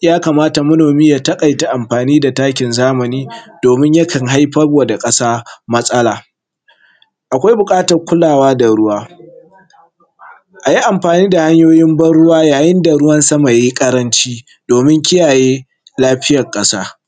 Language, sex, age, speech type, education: Hausa, male, 15-29, spontaneous, tertiary